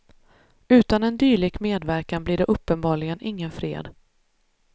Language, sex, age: Swedish, female, 33